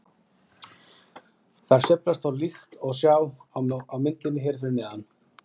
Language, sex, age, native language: Icelandic, female, 20-29, Icelandic